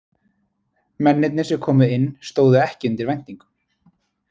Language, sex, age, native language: Icelandic, male, 20-29, Icelandic